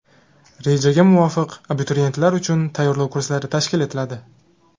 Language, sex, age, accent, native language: Uzbek, male, 19-29, Toshkent shahri, Uzbek